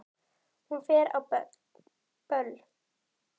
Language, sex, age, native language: Icelandic, female, 10, Icelandic